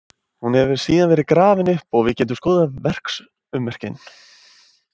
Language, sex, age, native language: Icelandic, male, 20-29, Icelandic